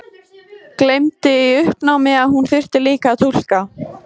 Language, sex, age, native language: Icelandic, female, 14, Icelandic